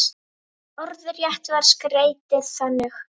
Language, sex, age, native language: Icelandic, female, 10, Icelandic